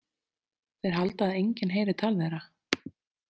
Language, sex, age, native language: Icelandic, female, 30-39, Icelandic